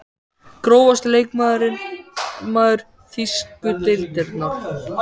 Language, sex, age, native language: Icelandic, male, 14, Icelandic